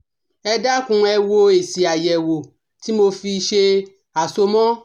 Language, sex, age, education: Yoruba, female, 30-45, tertiary